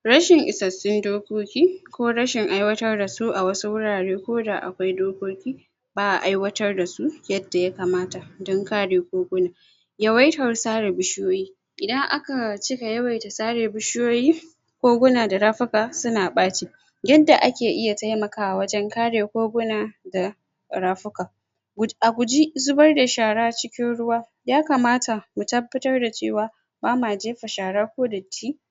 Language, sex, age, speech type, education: Hausa, female, 46-60, spontaneous, secondary